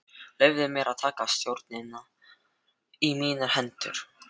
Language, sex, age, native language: Icelandic, male, 12, Filipino